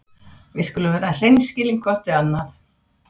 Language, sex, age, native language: Icelandic, female, 60-69, Swedish